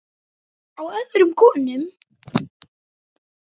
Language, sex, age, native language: Icelandic, male, 9, Icelandic